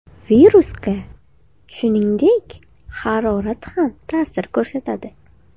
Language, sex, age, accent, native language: Uzbek, female, 18-24, Farg'ona, Uzbek